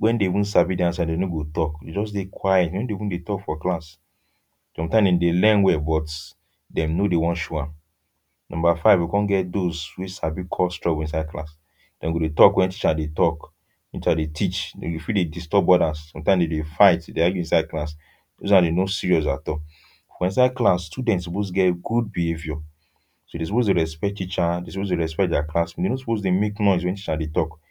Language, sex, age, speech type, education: Nigerian Pidgin, male, 15-29, spontaneous, tertiary